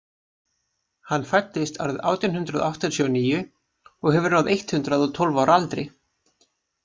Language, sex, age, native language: Icelandic, male, 20-29, Icelandic